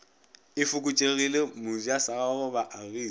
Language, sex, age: Northern Sotho, male, 26